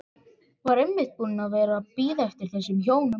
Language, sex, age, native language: Icelandic, male, 14, Icelandic